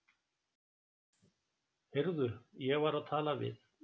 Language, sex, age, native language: Icelandic, male, 60-69, Icelandic